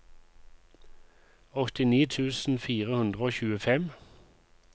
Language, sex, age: Norwegian, male, 51